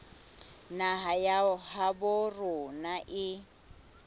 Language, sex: Southern Sotho, female